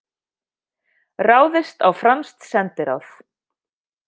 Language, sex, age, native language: Icelandic, female, 50-59, Icelandic